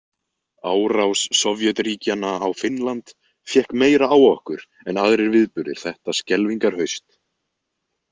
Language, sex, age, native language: Icelandic, male, 20-29, Icelandic